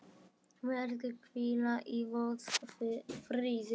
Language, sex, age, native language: Icelandic, male, 10, Icelandic